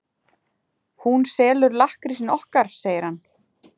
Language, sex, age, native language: Icelandic, female, 40-49, Icelandic